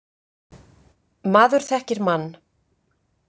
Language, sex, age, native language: Icelandic, female, 50-59, Icelandic